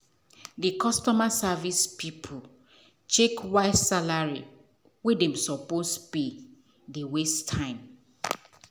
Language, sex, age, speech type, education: Nigerian Pidgin, female, 30-45, spontaneous, tertiary